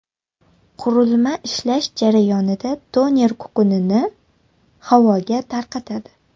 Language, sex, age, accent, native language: Uzbek, female, 18-24, Toshkent shahri, Uzbek